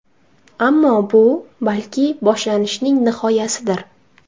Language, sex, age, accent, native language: Uzbek, female, 19-29, Toshkent shahri, Uzbek